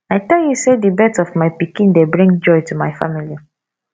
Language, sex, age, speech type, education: Nigerian Pidgin, female, 15-29, spontaneous, tertiary